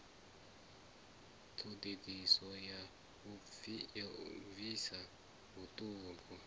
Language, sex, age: Venda, male, 34